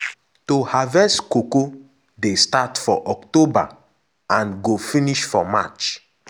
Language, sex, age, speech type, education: Nigerian Pidgin, male, 15-29, spontaneous, tertiary